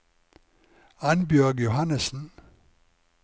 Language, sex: Norwegian, male